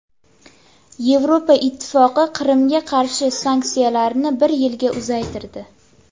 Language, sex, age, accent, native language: Uzbek, female, 19-29, Andijon, Uzbek